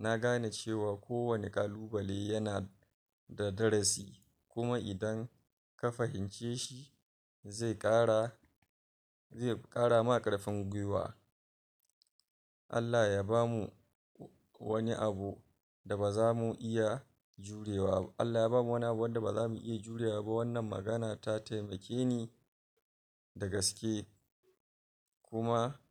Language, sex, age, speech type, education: Hausa, male, 46-60, spontaneous, tertiary